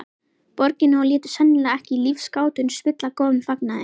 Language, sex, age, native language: Icelandic, female, 11, Icelandic